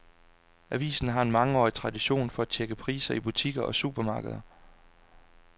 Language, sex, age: Danish, male, 26